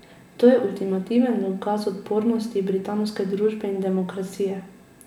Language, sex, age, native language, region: Slovenian, female, 18-29, Slovenian, Drava region